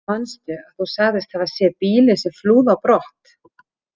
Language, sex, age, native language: Icelandic, female, 40-49, Icelandic